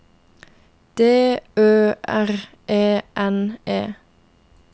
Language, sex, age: Norwegian, female, 22